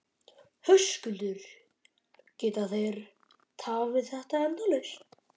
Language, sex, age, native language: Icelandic, male, 12, Icelandic